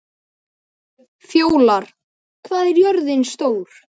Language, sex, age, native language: Icelandic, male, 12, Icelandic